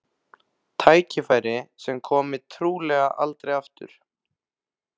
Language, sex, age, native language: Icelandic, male, 15, Icelandic